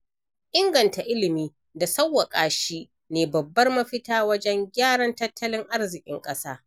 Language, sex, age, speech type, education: Hausa, female, 60+, read, primary